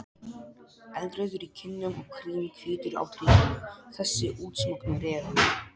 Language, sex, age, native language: Icelandic, male, 12, Polish